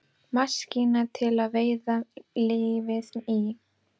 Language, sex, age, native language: Icelandic, female, 12, Icelandic